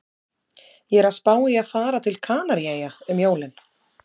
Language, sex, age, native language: Icelandic, female, 30-39, Icelandic